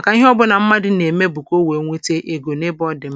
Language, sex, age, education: Igbo, female, 46-60, tertiary